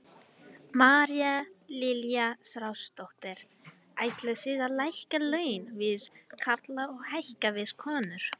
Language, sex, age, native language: Icelandic, female, 18-19, Icelandic